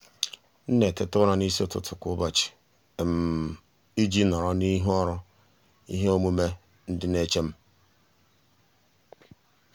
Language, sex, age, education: Igbo, male, 46-60, tertiary